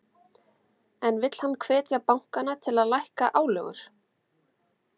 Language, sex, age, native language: Icelandic, female, 30-39, Icelandic